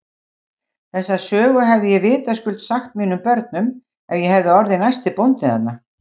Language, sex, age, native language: Icelandic, female, 60-69, Icelandic